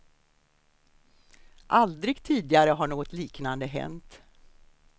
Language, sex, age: Swedish, female, 63